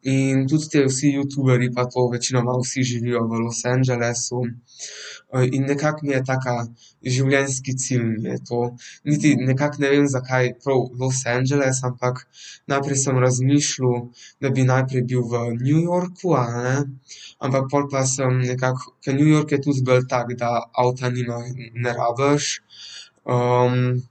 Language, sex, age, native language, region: Slovenian, male, 12-17, Slovenian, Central Slovenia